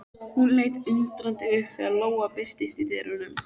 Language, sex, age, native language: Icelandic, female, 13, Icelandic